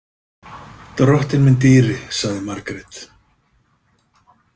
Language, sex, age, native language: Icelandic, male, 50-59, Icelandic